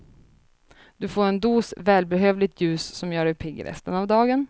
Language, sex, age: Swedish, female, 30